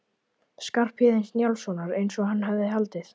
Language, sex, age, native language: Icelandic, male, 11, Icelandic